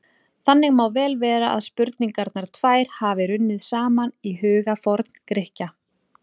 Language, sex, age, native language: Icelandic, female, 40-49, Icelandic